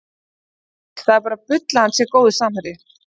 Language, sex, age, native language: Icelandic, female, 20-29, Icelandic